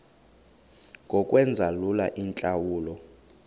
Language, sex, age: Xhosa, male, 31